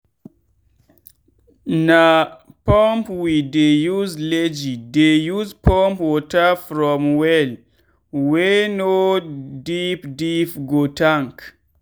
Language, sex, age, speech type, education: Nigerian Pidgin, male, 15-29, spontaneous, tertiary